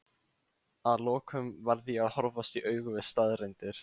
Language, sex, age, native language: Icelandic, male, 15, Icelandic